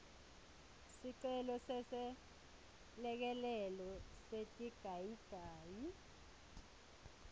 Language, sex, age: Swati, female, 21